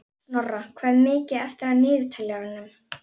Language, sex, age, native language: Icelandic, female, 11, Icelandic